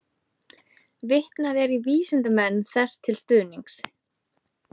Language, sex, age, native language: Icelandic, female, 30-39, Icelandic